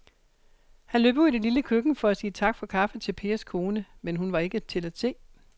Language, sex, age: Danish, female, 60